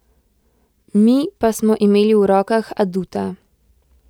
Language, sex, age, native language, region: Slovenian, female, 18-29, Slovenian, Central Slovenia